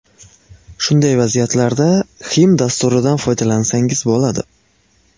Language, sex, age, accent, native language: Uzbek, male, 18-24, Xorazm, Uzbek